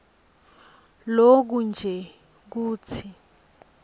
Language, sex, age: Swati, female, 22